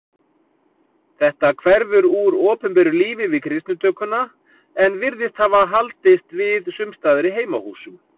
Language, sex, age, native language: Icelandic, male, 40-49, Icelandic